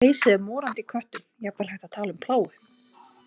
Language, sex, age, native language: Icelandic, female, 20-29, Icelandic